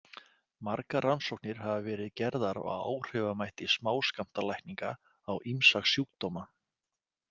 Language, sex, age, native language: Icelandic, male, 40-49, Icelandic